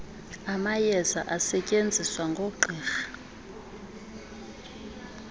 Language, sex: Xhosa, female